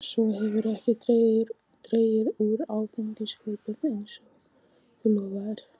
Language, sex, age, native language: Icelandic, female, 15, Icelandic